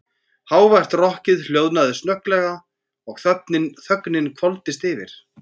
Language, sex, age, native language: Icelandic, female, 14, Icelandic